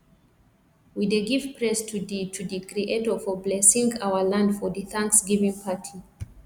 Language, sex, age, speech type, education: Nigerian Pidgin, female, 30-45, spontaneous, tertiary